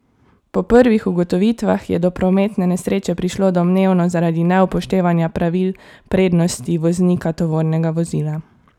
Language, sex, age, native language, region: Slovenian, female, 18-29, Slovenian, Savinja region